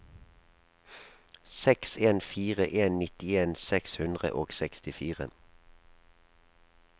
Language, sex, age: Norwegian, male, 37